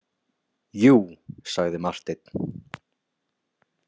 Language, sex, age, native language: Icelandic, male, 20-29, Icelandic